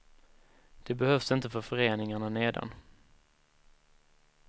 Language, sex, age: Swedish, male, 19